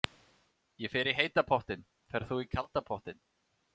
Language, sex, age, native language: Icelandic, male, 30-39, Icelandic